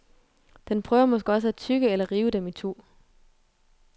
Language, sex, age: Danish, female, 22